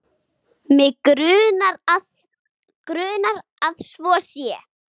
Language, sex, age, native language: Icelandic, female, 8, Icelandic